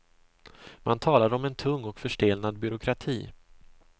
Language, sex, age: Swedish, male, 26